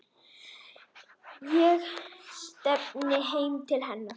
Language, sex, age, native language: Icelandic, female, 10, Icelandic